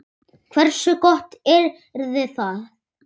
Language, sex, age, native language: Icelandic, male, 8, Icelandic